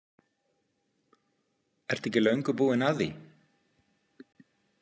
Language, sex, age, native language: Icelandic, male, 50-59, Icelandic